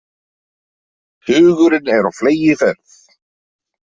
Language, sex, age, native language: Icelandic, male, 40-49, Icelandic